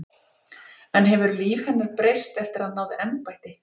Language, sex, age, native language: Icelandic, female, 40-49, Icelandic